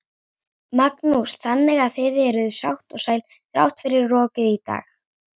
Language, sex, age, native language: Icelandic, female, 30-39, Icelandic